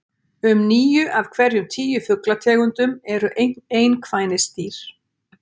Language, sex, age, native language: Icelandic, female, 60-69, Icelandic